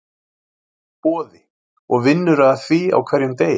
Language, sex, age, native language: Icelandic, male, 40-49, Icelandic